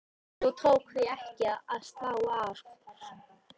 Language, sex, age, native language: Icelandic, female, 18-19, Icelandic